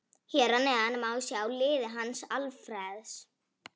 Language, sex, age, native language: Icelandic, female, 18-19, Icelandic